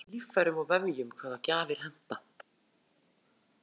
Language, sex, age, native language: Icelandic, female, 40-49, Icelandic